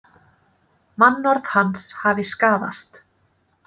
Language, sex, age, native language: Icelandic, female, 30-39, Icelandic